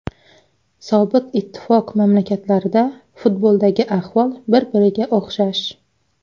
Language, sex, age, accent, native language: Uzbek, female, 19-29, Xorazm, Uzbek